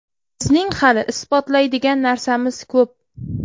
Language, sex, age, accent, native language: Uzbek, female, 25-34, Qoraqalpog'iston, Uzbek